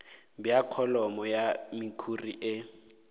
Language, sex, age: Northern Sotho, male, 18